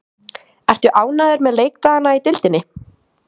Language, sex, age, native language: Icelandic, female, 18-19, Icelandic